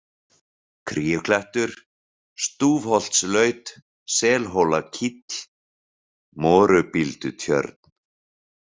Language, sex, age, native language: Icelandic, male, 40-49, Icelandic